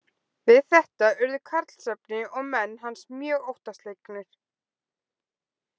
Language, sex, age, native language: Icelandic, female, 20-29, Icelandic